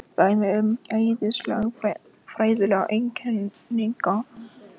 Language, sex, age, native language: Icelandic, male, 18-19, Icelandic